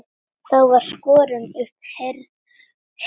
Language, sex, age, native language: Icelandic, female, 9, Icelandic